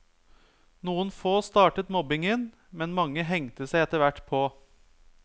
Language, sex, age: Norwegian, male, 30